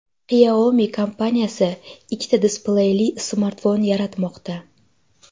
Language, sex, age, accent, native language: Uzbek, female, 18-24, Jizzax, Uzbek